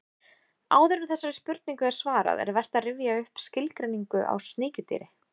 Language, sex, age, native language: Icelandic, female, 20-29, Icelandic